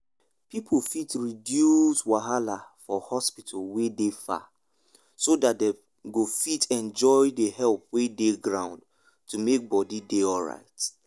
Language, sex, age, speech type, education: Nigerian Pidgin, male, 15-29, spontaneous, tertiary